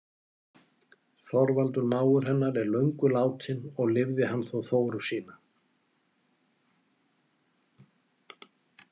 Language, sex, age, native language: Icelandic, male, 70-79, Icelandic